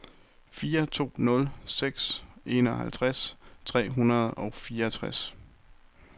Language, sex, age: Danish, male, 23